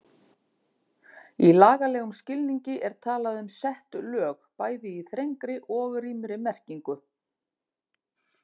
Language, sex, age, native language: Icelandic, female, 50-59, Icelandic